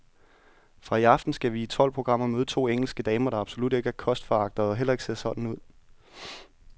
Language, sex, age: Danish, male, 31